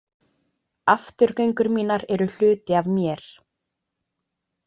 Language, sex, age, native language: Icelandic, female, 20-29, Icelandic